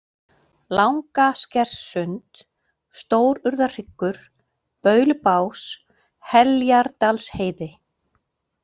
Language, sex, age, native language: Icelandic, female, 40-49, Icelandic